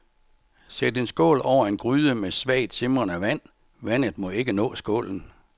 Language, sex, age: Danish, male, 64